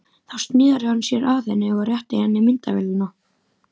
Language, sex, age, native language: Icelandic, male, 12, Icelandic